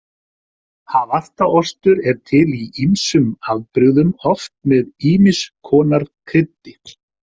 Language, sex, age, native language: Icelandic, male, 50-59, Icelandic